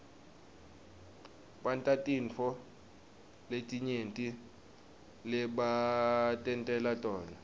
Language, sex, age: Swati, male, 20